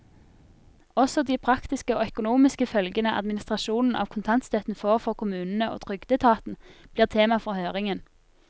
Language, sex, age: Norwegian, female, 24